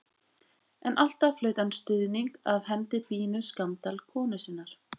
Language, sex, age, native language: Icelandic, female, 20-29, Icelandic